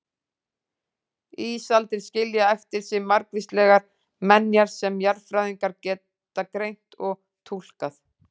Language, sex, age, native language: Icelandic, female, 40-49, Icelandic